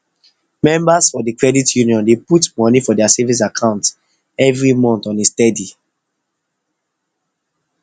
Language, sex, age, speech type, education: Nigerian Pidgin, male, 15-29, spontaneous, tertiary